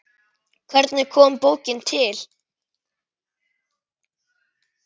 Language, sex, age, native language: Icelandic, female, 10, Icelandic